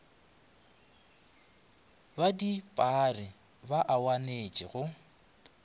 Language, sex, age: Northern Sotho, male, 25